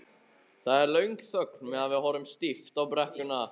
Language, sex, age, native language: Icelandic, male, 14, Icelandic